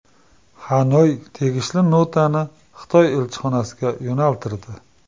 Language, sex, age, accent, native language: Uzbek, male, 35+, Farg'ona, Uzbek